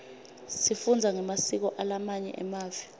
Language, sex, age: Swati, female, 25